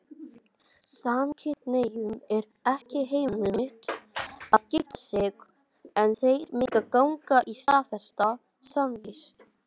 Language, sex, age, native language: Icelandic, male, 18-19, Icelandic